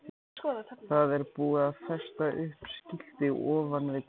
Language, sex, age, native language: Icelandic, male, 14, Icelandic